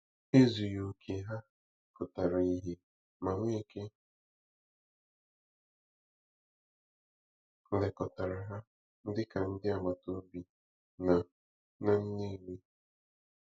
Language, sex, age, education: Igbo, male, 15-29, tertiary